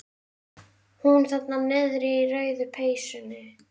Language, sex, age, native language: Icelandic, female, 11, Icelandic